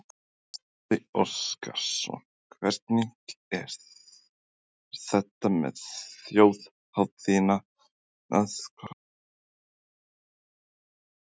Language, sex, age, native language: Icelandic, male, 18-19, Icelandic